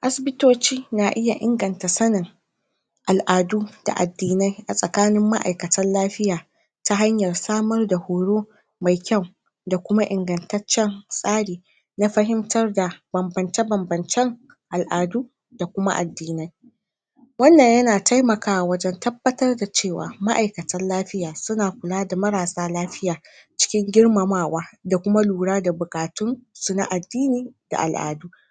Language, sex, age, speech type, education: Hausa, female, 30-45, spontaneous, tertiary